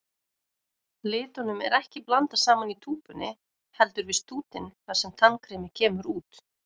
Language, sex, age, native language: Icelandic, female, 30-39, Icelandic